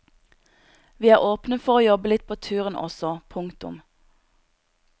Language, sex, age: Norwegian, female, 26